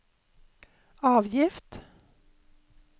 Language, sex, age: Norwegian, female, 48